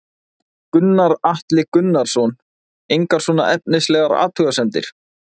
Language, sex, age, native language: Icelandic, male, 20-29, Icelandic